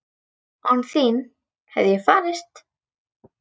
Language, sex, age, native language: Icelandic, female, 10, Icelandic